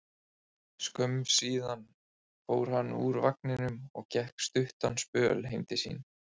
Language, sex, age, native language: Icelandic, male, 20-29, Icelandic